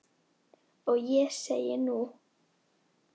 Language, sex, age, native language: Icelandic, female, 10, Icelandic